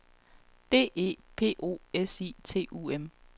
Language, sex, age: Danish, female, 31